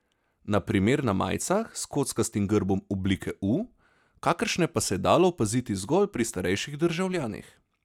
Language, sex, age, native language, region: Slovenian, male, 30-49, Slovenian, Savinja region